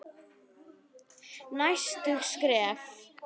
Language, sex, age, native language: Icelandic, female, 9, Icelandic